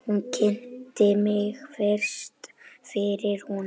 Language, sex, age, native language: Icelandic, male, 8, Icelandic